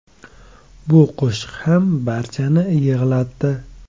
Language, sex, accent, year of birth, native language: Uzbek, male, Samarqand, 2002, Uzbek